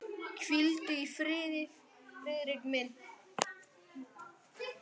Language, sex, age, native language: Icelandic, male, 9, Icelandic